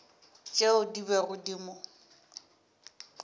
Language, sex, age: Northern Sotho, female, 27